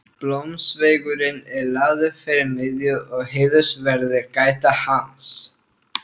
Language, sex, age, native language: Icelandic, male, 13, Icelandic